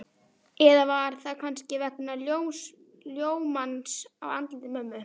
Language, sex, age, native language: Icelandic, female, 11, Icelandic